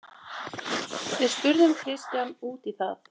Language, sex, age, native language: Icelandic, female, 20-29, Icelandic